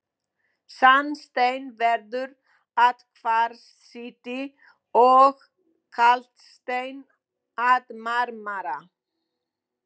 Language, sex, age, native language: Icelandic, female, 20-29, Polish